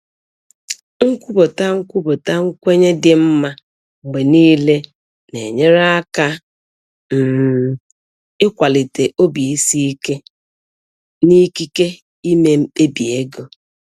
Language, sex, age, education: Igbo, female, 46-60, tertiary